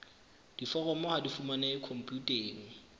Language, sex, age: Southern Sotho, male, 24